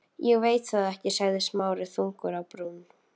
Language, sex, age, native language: Icelandic, female, 12, Icelandic